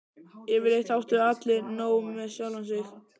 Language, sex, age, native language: Icelandic, male, 12, Icelandic